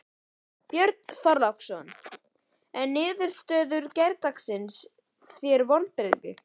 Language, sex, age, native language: Icelandic, male, 11, Icelandic